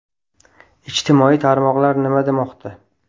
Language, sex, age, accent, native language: Uzbek, male, 18-24, Toshkent viloyati, Uzbek